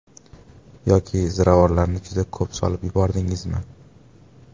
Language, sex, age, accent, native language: Uzbek, male, 18-24, Farg'ona, Uzbek